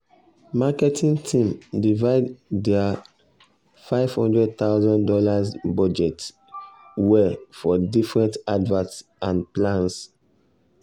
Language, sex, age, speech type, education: Nigerian Pidgin, male, 30-45, spontaneous, secondary